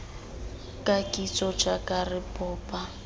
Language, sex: Tswana, female